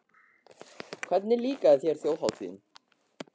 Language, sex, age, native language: Icelandic, male, 14, Icelandic